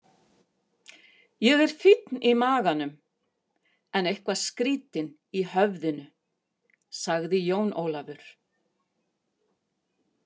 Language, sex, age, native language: Icelandic, female, 50-59, Icelandic